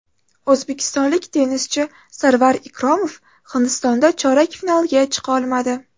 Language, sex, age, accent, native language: Uzbek, female, 18-24, Toshkent shahri, Uzbek